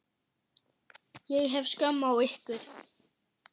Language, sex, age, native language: Icelandic, female, 8, German